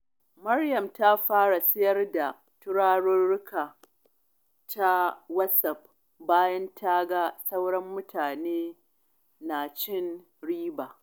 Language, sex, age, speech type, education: Hausa, female, 30-45, spontaneous, tertiary